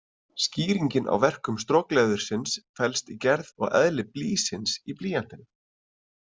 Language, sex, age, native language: Icelandic, male, 30-39, Icelandic